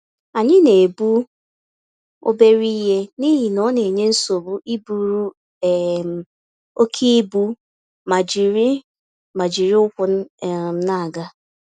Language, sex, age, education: Igbo, female, 15-29, tertiary